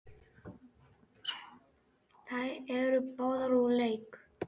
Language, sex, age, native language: Icelandic, male, 10, Icelandic